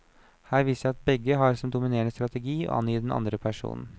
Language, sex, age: Norwegian, male, 29